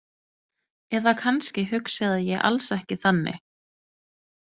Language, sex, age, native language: Icelandic, female, 30-39, Danish